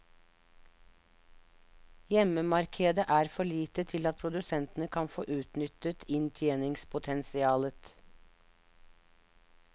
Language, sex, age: Norwegian, female, 59